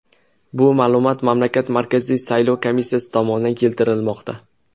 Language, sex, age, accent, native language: Uzbek, male, 19-29, Jizzax, Uzbek